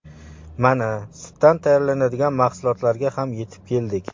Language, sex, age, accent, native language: Uzbek, male, 25-34, Toshkent shahri, Uzbek